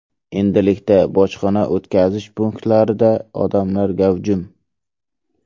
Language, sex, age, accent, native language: Uzbek, male, 18-24, Samarqand, Uzbek